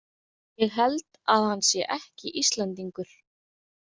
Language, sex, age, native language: Icelandic, female, 30-39, Icelandic